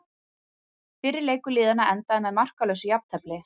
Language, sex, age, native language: Icelandic, female, 30-39, Icelandic